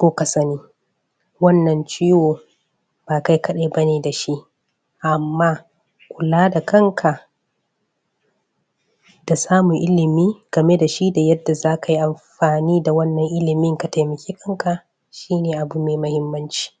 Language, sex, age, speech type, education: Hausa, female, 15-29, spontaneous, secondary